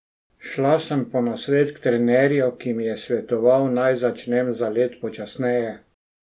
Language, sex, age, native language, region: Slovenian, male, 60+, Slovenian, Drava region